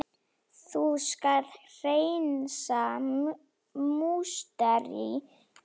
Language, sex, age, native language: Icelandic, female, 8, Slovak